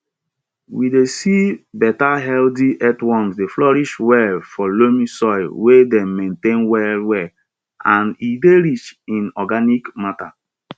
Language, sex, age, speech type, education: Nigerian Pidgin, male, 30-45, spontaneous, tertiary